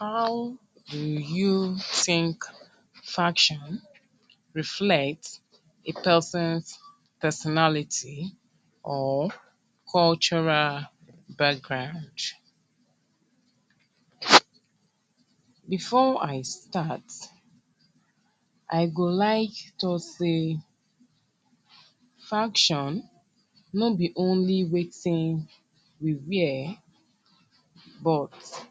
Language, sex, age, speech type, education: Nigerian Pidgin, female, 30-45, spontaneous, tertiary